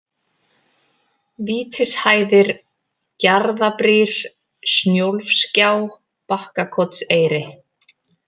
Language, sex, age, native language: Icelandic, female, 30-39, Icelandic